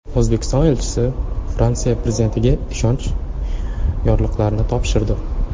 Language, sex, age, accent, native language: Uzbek, male, 19-29, Toshkent shahri, Uzbek